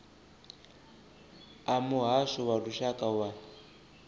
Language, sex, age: Venda, male, 24